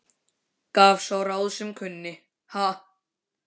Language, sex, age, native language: Icelandic, male, 15, Icelandic